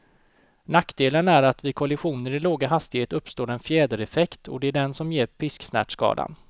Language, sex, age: Swedish, male, 29